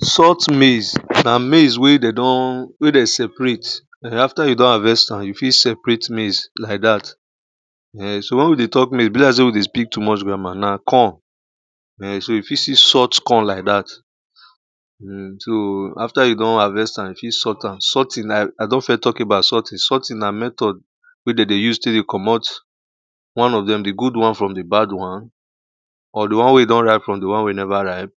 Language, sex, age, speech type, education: Nigerian Pidgin, male, 30-45, spontaneous, primary